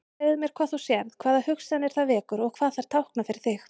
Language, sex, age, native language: Icelandic, female, 30-39, Icelandic